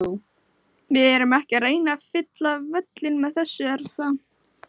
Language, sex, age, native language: Icelandic, male, 16, Icelandic